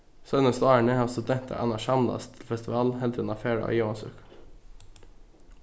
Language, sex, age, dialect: Faroese, male, 15-35, Norðuroyggjar